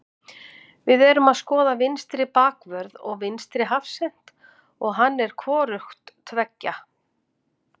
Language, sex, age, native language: Icelandic, female, 50-59, Icelandic